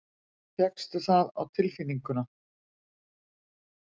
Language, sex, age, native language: Icelandic, female, 50-59, Icelandic